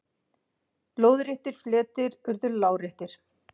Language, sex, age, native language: Icelandic, female, 50-59, Icelandic